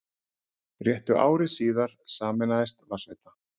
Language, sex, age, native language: Icelandic, male, 30-39, Icelandic